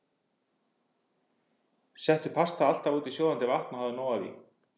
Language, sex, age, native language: Icelandic, male, 50-59, Icelandic